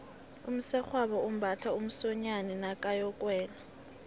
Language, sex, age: South Ndebele, female, 18